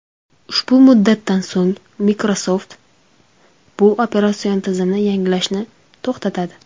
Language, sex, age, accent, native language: Uzbek, female, 19-29, Samarqand, Uzbek